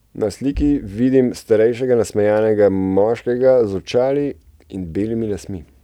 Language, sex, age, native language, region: Slovenian, male, 30-49, Slovenian, Central Slovenia